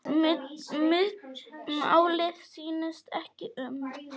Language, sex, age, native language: Icelandic, female, 10, Polish